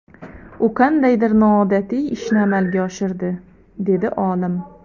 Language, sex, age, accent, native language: Uzbek, female, 30-39, Xorazm, Uzbek